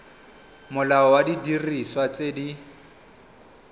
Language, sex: Tswana, male